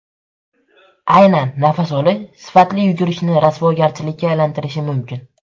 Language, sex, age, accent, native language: Uzbek, male, under 19, Andijon, Uzbek